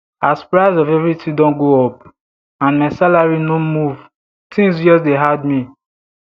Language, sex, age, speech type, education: Nigerian Pidgin, male, 15-29, spontaneous, tertiary